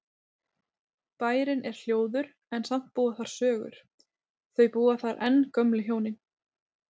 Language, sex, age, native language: Icelandic, female, 30-39, Icelandic